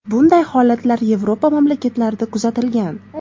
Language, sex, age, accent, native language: Uzbek, female, 18-24, Toshkent shahri, Uzbek